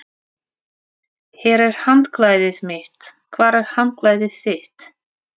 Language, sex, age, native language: Icelandic, female, 30-39, Russian